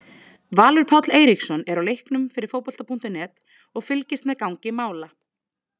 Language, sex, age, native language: Icelandic, female, 20-29, Icelandic